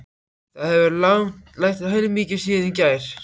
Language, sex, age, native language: Icelandic, male, 14, Icelandic